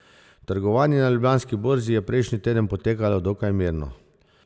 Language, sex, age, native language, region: Slovenian, male, 50-59, Slovenian, Zasavska region